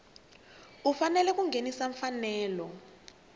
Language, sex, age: Tsonga, female, 21